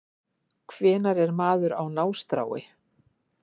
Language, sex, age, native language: Icelandic, female, 50-59, Icelandic